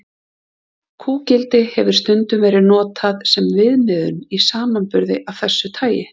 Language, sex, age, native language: Icelandic, female, 30-39, Icelandic